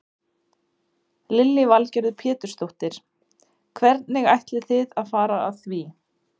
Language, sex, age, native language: Icelandic, female, 20-29, Icelandic